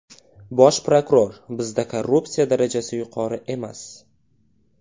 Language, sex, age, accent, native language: Uzbek, male, 18-24, Toshkent viloyati, Uzbek